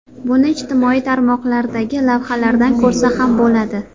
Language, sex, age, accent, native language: Uzbek, female, 18-24, Namangan, Uzbek